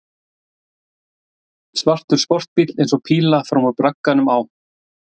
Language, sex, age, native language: Icelandic, male, 40-49, Icelandic